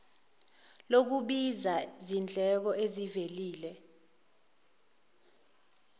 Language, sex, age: Zulu, female, 19